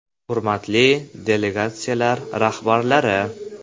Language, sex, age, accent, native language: Uzbek, male, 12-17, Namangan, Uzbek